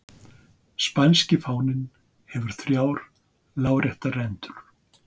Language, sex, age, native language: Icelandic, male, 60-69, Icelandic